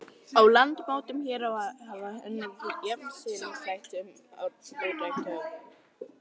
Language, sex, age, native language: Icelandic, female, 30-39, Icelandic